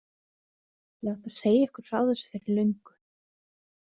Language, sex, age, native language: Icelandic, female, 30-39, Icelandic